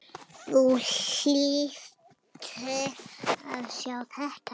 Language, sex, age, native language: Icelandic, female, 7, Icelandic